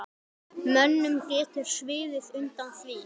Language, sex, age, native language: Icelandic, male, 10, Icelandic